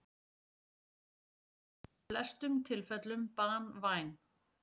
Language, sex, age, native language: Icelandic, female, 40-49, Icelandic